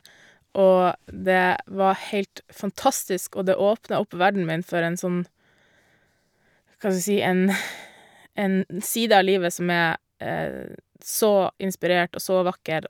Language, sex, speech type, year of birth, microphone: Norwegian, female, spontaneous, 1988, Shure